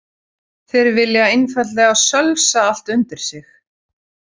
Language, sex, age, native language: Icelandic, female, 30-39, Icelandic